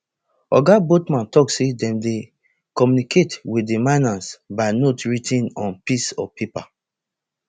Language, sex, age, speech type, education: Nigerian Pidgin, male, 30-45, spontaneous, tertiary